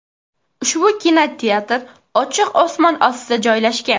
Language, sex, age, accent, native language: Uzbek, female, 18-24, Qashqadaryo, Uzbek